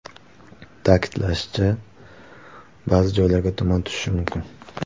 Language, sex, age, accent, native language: Uzbek, male, 18-24, Surxondaryo, Uzbek